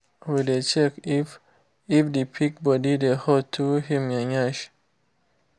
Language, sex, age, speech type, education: Nigerian Pidgin, male, 15-29, spontaneous, tertiary